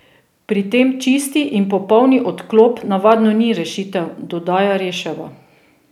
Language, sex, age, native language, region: Slovenian, female, 30-49, Slovenian, Drava region